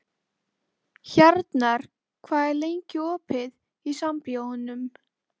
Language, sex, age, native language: Icelandic, female, 12, Icelandic